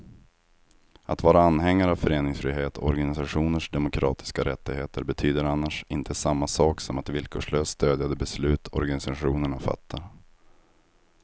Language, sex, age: Swedish, male, 25